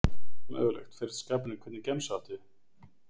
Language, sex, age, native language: Icelandic, male, 40-49, Icelandic